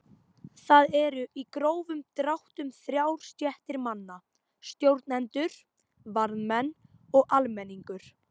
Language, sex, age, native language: Icelandic, female, 18-19, Icelandic